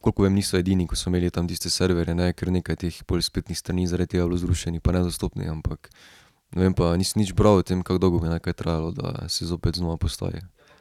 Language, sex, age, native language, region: Slovenian, male, 18-29, Slovenian, Drava region